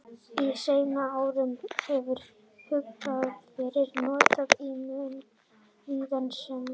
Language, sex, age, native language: Icelandic, male, 30-39, Icelandic